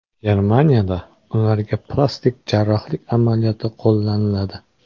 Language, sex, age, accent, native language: Uzbek, male, 18-24, Qoraqalpog'iston, Uzbek